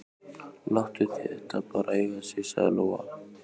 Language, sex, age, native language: Icelandic, male, 15, Icelandic